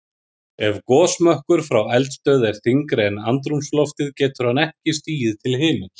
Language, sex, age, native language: Icelandic, male, 30-39, Icelandic